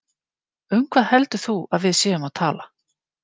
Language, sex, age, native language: Icelandic, female, 50-59, Icelandic